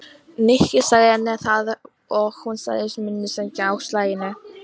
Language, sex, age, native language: Icelandic, female, 18-19, Icelandic